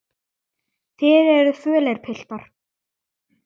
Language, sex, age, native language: Icelandic, male, 9, Icelandic